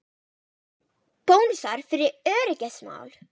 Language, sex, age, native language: Icelandic, female, 18-19, Icelandic